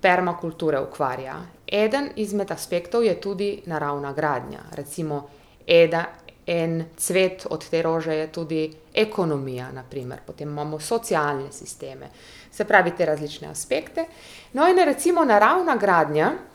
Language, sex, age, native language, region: Slovenian, female, 30-49, Slovenian, Primorsko-notranjska region